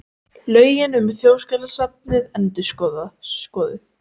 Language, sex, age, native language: Icelandic, female, 18-19, Icelandic